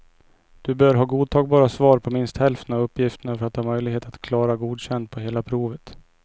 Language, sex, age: Swedish, male, 29